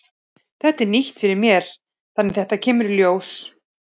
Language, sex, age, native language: Icelandic, male, 30-39, Icelandic